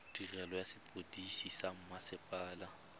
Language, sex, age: Tswana, male, 21